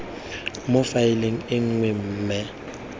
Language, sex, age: Tswana, male, 21